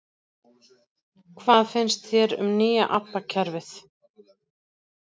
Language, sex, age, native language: Icelandic, female, 40-49, Icelandic